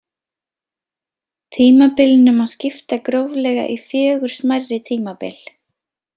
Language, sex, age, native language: Icelandic, female, 20-29, Icelandic